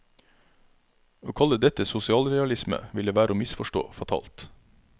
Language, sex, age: Norwegian, male, 33